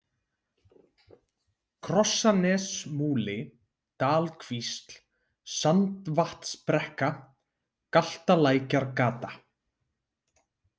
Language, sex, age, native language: Icelandic, male, 20-29, Icelandic